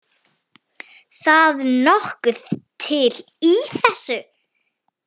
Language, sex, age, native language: Icelandic, female, 9, Icelandic